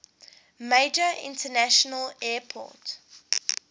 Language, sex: English, female